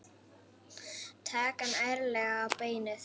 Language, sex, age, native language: Icelandic, female, 8, Icelandic